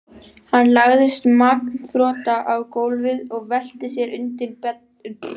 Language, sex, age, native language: Icelandic, female, 12, Icelandic